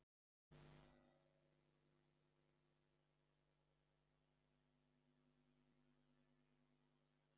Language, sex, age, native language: Icelandic, male, 50-59, Icelandic